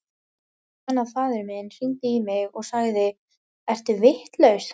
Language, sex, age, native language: Icelandic, female, 18-19, Icelandic